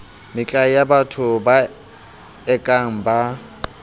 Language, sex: Southern Sotho, male